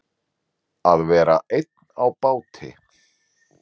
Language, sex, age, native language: Icelandic, male, 40-49, Icelandic